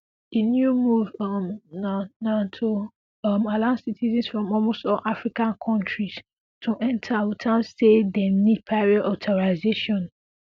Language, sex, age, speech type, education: Nigerian Pidgin, female, 15-29, spontaneous, secondary